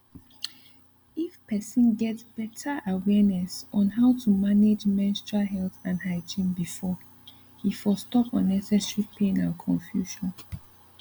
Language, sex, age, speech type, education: Nigerian Pidgin, female, 15-29, spontaneous, tertiary